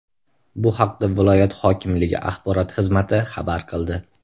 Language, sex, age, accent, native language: Uzbek, male, 18-24, Andijon, Uzbek